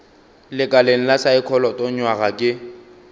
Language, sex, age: Northern Sotho, male, 22